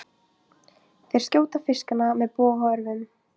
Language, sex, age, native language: Icelandic, female, 15, Icelandic